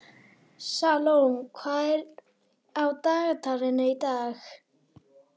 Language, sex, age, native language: Icelandic, female, 18-19, Icelandic